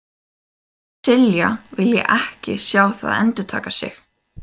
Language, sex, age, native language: Icelandic, female, 18-19, Icelandic